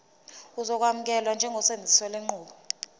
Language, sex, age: Zulu, female, 20